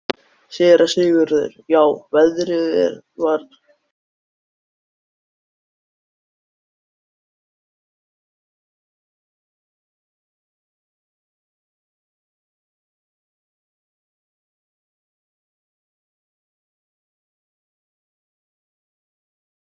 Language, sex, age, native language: Icelandic, male, 13, Icelandic